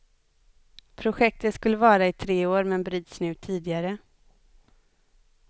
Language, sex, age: Swedish, female, 25